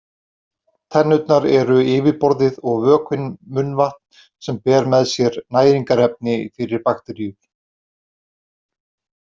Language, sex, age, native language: Icelandic, male, 40-49, Icelandic